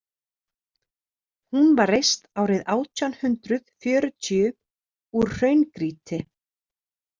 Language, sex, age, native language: Icelandic, female, 30-39, Icelandic